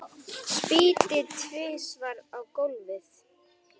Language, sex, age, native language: Icelandic, male, 9, Icelandic